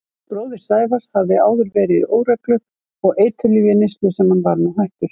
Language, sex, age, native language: Icelandic, female, 50-59, Icelandic